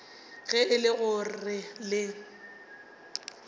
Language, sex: Northern Sotho, female